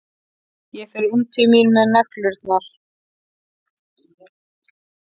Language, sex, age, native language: Icelandic, male, 13, Icelandic